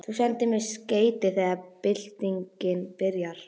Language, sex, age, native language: Icelandic, female, 11, Icelandic